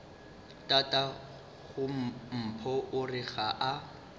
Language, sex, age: Northern Sotho, male, 35